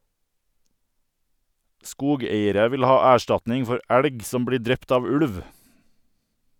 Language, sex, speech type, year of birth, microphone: Norwegian, male, read, 1978, Sennheiser